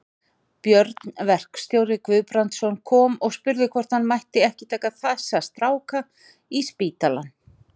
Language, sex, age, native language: Icelandic, male, 40-49, Icelandic